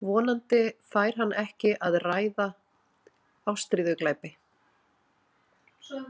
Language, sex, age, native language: Icelandic, female, 40-49, Icelandic